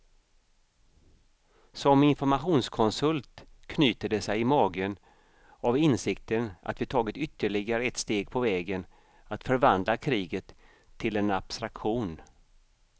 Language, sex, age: Swedish, male, 55